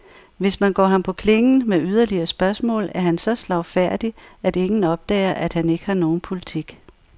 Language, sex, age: Danish, female, 64